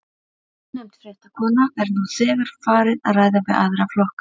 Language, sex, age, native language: Icelandic, female, 30-39, Icelandic